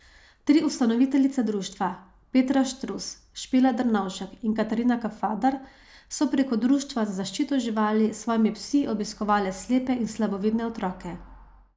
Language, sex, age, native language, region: Slovenian, female, 30-49, Slovenian, Savinja region